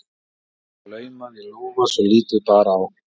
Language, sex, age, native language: Icelandic, male, 40-49, Icelandic